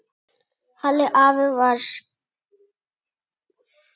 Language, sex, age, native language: Icelandic, male, 8, Icelandic